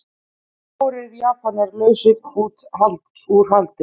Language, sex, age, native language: Icelandic, female, 30-39, Icelandic